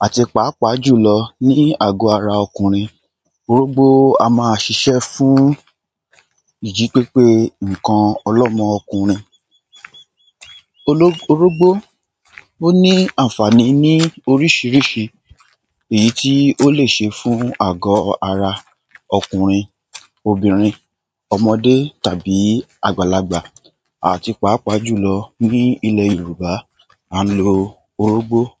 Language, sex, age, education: Yoruba, male, 15-29, tertiary